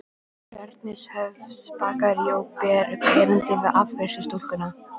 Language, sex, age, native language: Icelandic, female, 12, Icelandic